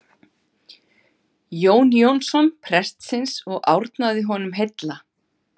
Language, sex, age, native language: Icelandic, female, 50-59, Icelandic